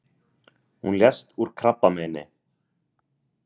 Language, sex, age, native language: Icelandic, male, 30-39, Icelandic